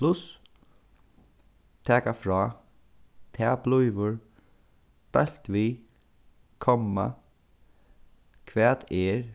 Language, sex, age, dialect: Faroese, male, 15-35, Suðurstreymoy